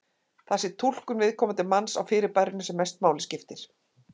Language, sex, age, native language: Icelandic, female, 50-59, Icelandic